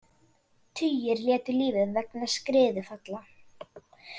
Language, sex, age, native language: Icelandic, female, 40-49, Icelandic